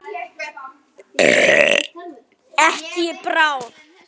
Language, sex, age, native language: Icelandic, male, 10, Icelandic